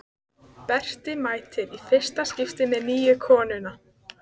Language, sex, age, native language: Icelandic, female, 14, Icelandic